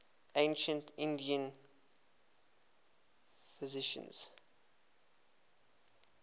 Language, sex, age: English, male, 24